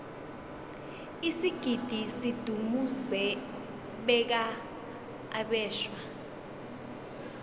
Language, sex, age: South Ndebele, female, 21